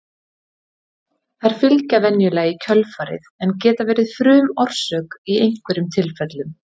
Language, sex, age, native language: Icelandic, female, 30-39, Icelandic